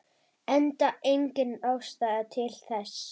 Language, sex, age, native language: Icelandic, female, 10, Icelandic